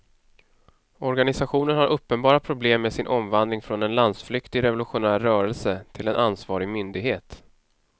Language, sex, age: Swedish, male, 31